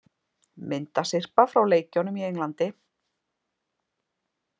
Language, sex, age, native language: Icelandic, female, 50-59, Icelandic